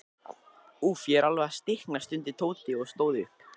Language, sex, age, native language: Icelandic, male, 20-29, Icelandic